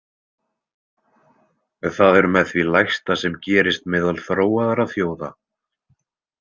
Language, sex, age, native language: Icelandic, male, 20-29, Icelandic